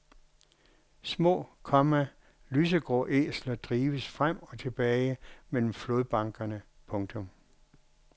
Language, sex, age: Danish, male, 61